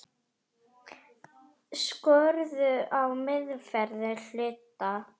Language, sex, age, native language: Icelandic, female, 10, Icelandic